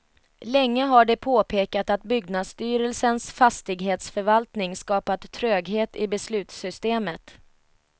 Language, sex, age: Swedish, female, 33